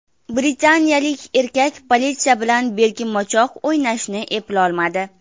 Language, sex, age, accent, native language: Uzbek, female, 19-29, Farg'ona, Uzbek